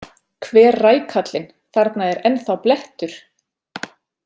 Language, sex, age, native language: Icelandic, female, 40-49, Icelandic